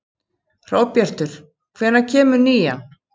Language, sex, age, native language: Icelandic, female, 50-59, Icelandic